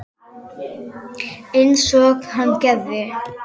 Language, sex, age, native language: Icelandic, female, 10, Icelandic